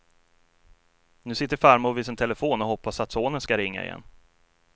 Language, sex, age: Swedish, male, 33